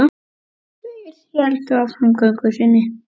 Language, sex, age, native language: Icelandic, male, 9, Icelandic